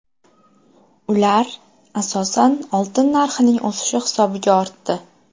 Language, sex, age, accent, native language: Uzbek, female, 12-17, Qashqadaryo, Uzbek